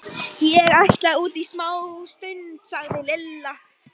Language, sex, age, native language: Icelandic, female, 13, Icelandic